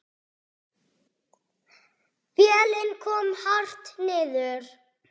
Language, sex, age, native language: Icelandic, male, 6, Icelandic